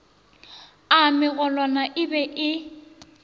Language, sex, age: Northern Sotho, female, 24